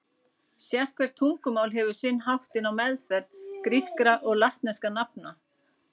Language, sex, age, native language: Icelandic, female, 40-49, Icelandic